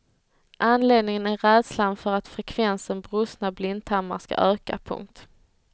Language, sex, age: Swedish, female, 30